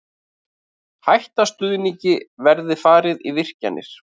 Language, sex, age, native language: Icelandic, male, 30-39, Icelandic